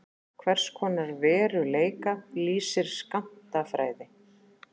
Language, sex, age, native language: Icelandic, female, 40-49, Icelandic